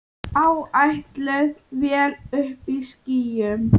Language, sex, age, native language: Icelandic, female, 9, Icelandic